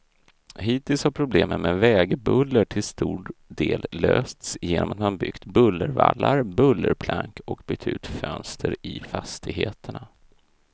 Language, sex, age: Swedish, male, 32